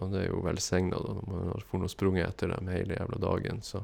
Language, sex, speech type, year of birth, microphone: Norwegian, male, spontaneous, 1972, Shure